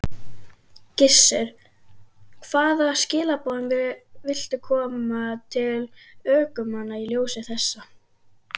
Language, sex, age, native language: Icelandic, female, 12, Icelandic